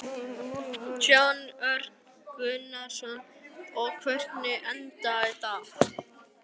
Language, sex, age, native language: Icelandic, male, 12, Icelandic